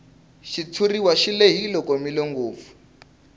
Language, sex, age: Tsonga, male, 19